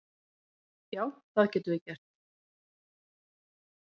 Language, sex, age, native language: Icelandic, female, 30-39, Icelandic